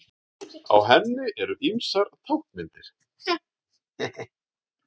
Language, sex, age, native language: Icelandic, male, 40-49, Icelandic